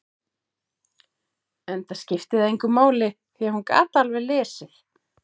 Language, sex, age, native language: Icelandic, female, 40-49, Icelandic